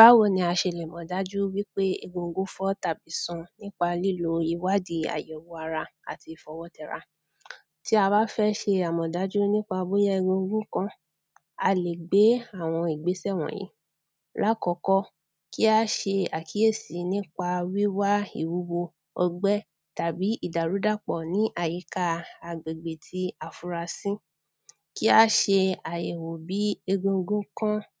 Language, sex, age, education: Yoruba, female, 30-45, primary